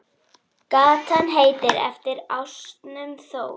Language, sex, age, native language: Icelandic, female, 10, Icelandic